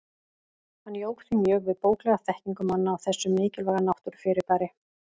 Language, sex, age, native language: Icelandic, female, 40-49, Icelandic